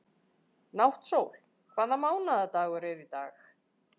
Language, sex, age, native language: Icelandic, female, 40-49, Icelandic